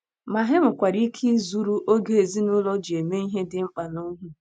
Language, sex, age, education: Igbo, female, 15-29, tertiary